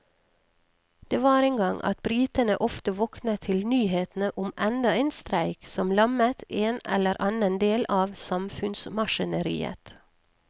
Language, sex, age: Norwegian, female, 39